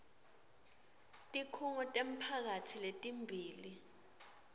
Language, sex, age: Swati, female, 26